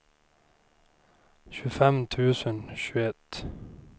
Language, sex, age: Swedish, male, 38